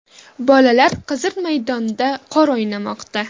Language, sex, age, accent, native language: Uzbek, female, 18-24, Farg'ona, Uzbek